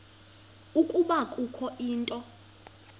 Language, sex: Xhosa, female